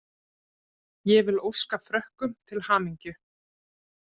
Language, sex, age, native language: Icelandic, female, 30-39, Icelandic